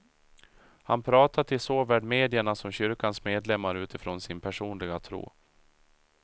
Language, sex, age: Swedish, male, 37